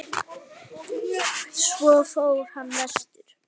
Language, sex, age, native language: Icelandic, female, 9, Icelandic